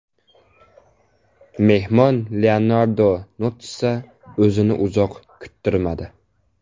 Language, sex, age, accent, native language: Uzbek, male, 18-24, Toshkent shahri, Uzbek